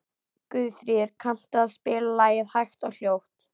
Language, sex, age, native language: Icelandic, female, 11, Icelandic